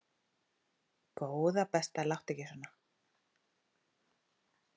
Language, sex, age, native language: Icelandic, female, 40-49, Icelandic